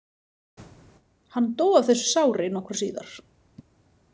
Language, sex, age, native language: Icelandic, female, 30-39, Icelandic